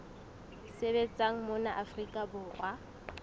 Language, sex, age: Southern Sotho, female, 19